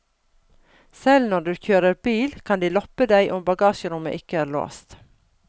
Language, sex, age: Norwegian, female, 42